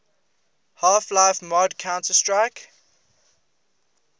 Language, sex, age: English, male, 20